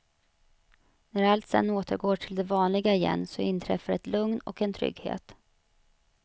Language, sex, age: Swedish, female, 35